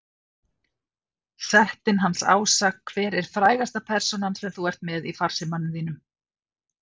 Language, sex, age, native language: Icelandic, female, 50-59, Icelandic